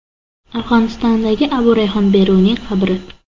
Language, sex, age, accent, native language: Uzbek, female, under 19, Toshkent shahri, Uzbek